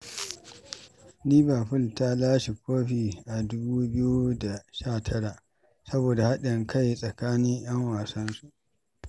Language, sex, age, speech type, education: Hausa, male, 46-60, read, secondary